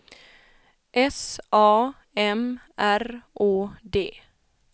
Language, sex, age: Swedish, female, 31